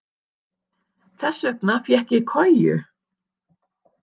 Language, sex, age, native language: Icelandic, female, 60-69, Icelandic